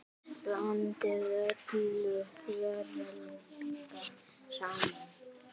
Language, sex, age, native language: Icelandic, male, 8, Icelandic